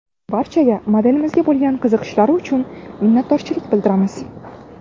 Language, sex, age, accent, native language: Uzbek, female, 18-24, Navoiy, Uzbek